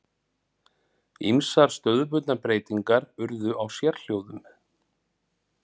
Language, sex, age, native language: Icelandic, male, 40-49, Icelandic